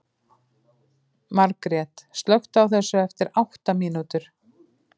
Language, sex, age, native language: Icelandic, female, 50-59, Icelandic